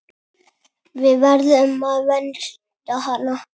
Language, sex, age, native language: Icelandic, male, 7, Icelandic